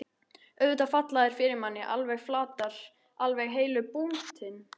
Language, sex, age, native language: Icelandic, female, 13, Icelandic